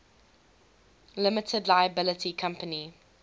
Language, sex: English, female